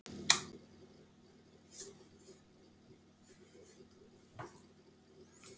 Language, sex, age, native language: Icelandic, female, 70-79, Icelandic